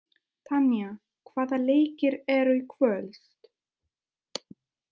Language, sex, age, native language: Icelandic, female, 20-29, Italian